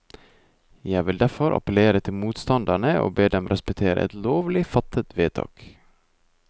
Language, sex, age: Norwegian, male, 24